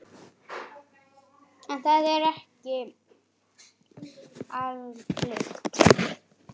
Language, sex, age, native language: Icelandic, female, 8, Icelandic